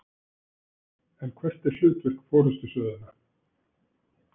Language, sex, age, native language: Icelandic, male, 60-69, Icelandic